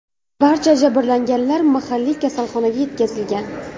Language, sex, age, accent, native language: Uzbek, female, 18-24, Buxoro, Uzbek